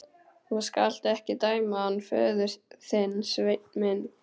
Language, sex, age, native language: Icelandic, male, 12, Icelandic